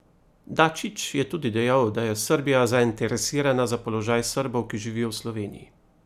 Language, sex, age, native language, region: Slovenian, male, 30-49, Slovenian, Primorsko-notranjska region